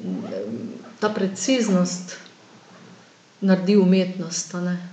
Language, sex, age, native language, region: Slovenian, female, 50-59, Slovenian, Gorenjska region